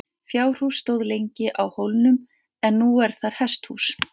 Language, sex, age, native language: Icelandic, female, 50-59, Icelandic